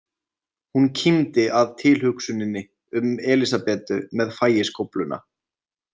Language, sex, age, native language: Icelandic, male, 20-29, Icelandic